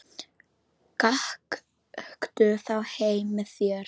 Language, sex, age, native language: Icelandic, female, 10, Polish